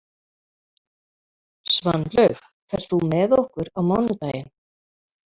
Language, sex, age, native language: Icelandic, female, 50-59, Icelandic